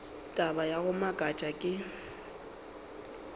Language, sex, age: Northern Sotho, female, 29